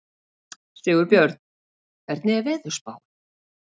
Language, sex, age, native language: Icelandic, female, 40-49, Icelandic